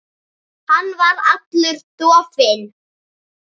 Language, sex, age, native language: Icelandic, female, 7, Icelandic